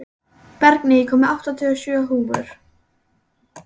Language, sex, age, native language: Icelandic, female, 11, Icelandic